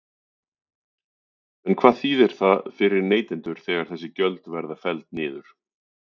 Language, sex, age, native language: Icelandic, male, 40-49, Icelandic